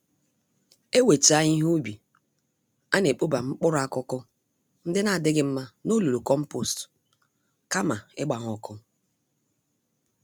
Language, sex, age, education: Igbo, female, 30-45, tertiary